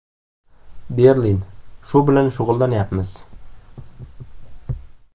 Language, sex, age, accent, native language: Uzbek, male, 18-24, Samarqand, Uzbek